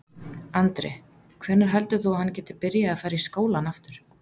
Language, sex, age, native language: Icelandic, female, 30-39, Icelandic